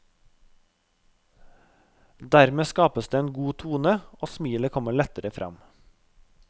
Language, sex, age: Norwegian, male, 32